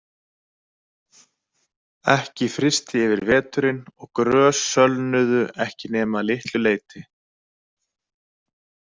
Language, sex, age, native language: Icelandic, male, 30-39, Icelandic